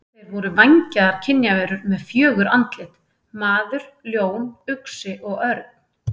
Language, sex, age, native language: Icelandic, female, 30-39, Icelandic